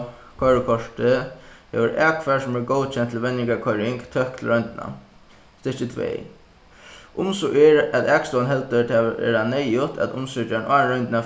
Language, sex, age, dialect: Faroese, male, 15-35, Suðuroy